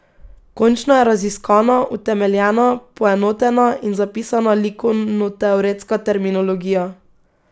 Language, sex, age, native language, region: Slovenian, female, 18-29, Slovenian, Pomurje region